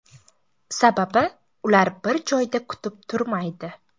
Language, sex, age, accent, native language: Uzbek, female, 18-24, Buxoro, Uzbek